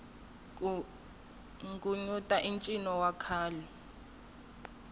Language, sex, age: Tsonga, female, 21